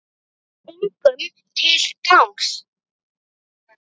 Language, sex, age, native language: Icelandic, female, 9, Icelandic